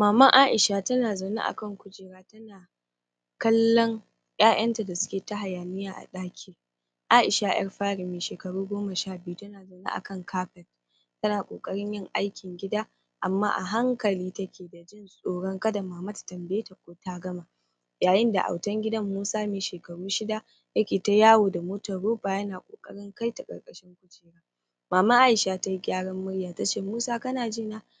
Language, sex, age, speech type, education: Hausa, female, 15-29, spontaneous, primary